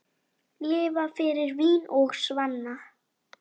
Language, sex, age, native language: Icelandic, female, 10, Icelandic